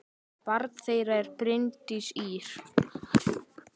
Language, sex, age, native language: Icelandic, male, 10, Icelandic